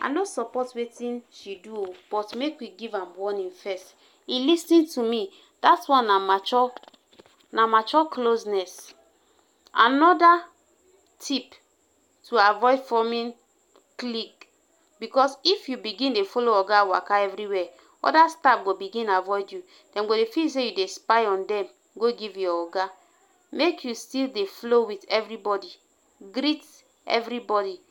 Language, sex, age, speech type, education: Nigerian Pidgin, female, 15-29, spontaneous, tertiary